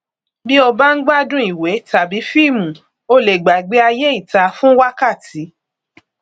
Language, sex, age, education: Yoruba, female, 30-45, tertiary